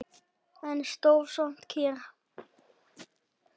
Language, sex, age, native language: Icelandic, male, 10, Icelandic